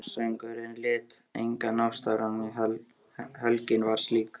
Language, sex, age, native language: Icelandic, male, 13, Icelandic